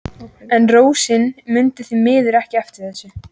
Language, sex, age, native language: Icelandic, female, 14, Icelandic